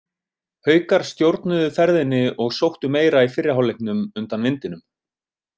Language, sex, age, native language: Icelandic, male, 30-39, Icelandic